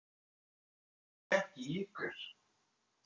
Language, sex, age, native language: Icelandic, male, 30-39, French